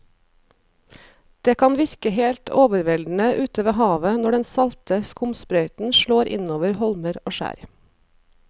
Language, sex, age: Norwegian, female, 37